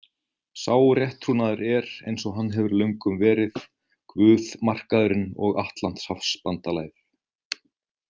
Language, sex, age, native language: Icelandic, male, 30-39, Icelandic